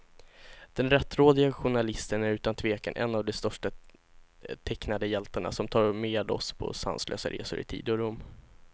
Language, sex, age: Swedish, male, 16